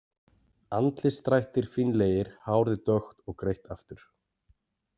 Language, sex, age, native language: Icelandic, male, 40-49, Icelandic